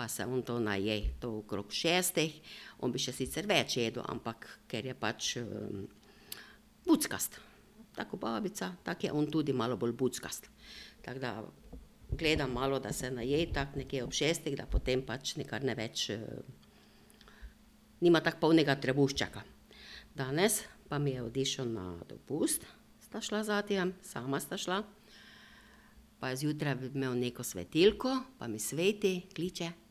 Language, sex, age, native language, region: Slovenian, female, 60+, Slovenian, Drava region